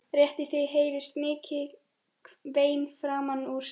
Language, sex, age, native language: Icelandic, female, 13, Icelandic